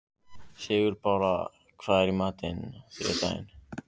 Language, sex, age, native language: Icelandic, other, 15, Icelandic